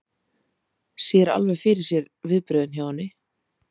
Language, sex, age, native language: Icelandic, female, 30-39, Icelandic